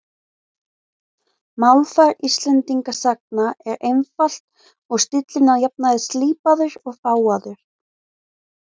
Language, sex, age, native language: Icelandic, female, 20-29, Icelandic